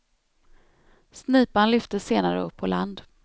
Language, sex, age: Swedish, female, 32